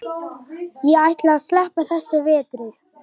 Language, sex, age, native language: Icelandic, male, 11, Icelandic